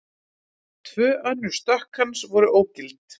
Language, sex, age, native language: Icelandic, female, 30-39, Icelandic